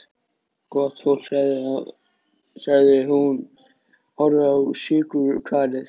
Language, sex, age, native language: Icelandic, male, 13, Icelandic